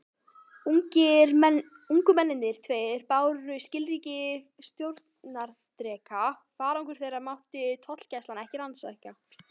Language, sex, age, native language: Icelandic, female, 18-19, Icelandic